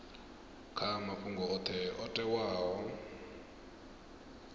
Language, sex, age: Venda, male, 22